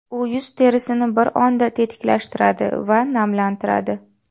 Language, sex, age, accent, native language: Uzbek, female, 18-24, Namangan, Uzbek